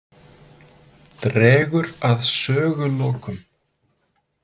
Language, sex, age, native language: Icelandic, male, 30-39, Icelandic